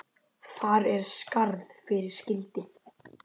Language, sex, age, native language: Icelandic, male, 10, Icelandic